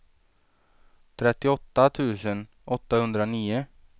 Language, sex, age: Swedish, male, 23